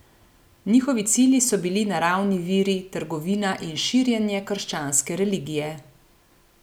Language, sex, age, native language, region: Slovenian, female, 30-49, Slovenian, Gorenjska region